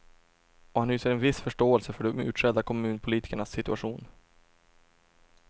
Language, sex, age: Swedish, male, 24